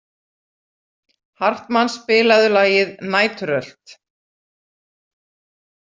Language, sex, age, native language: Icelandic, female, 40-49, Icelandic